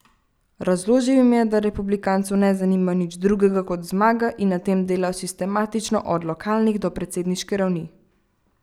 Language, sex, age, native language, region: Slovenian, female, 12-17, Slovenian, Central Slovenia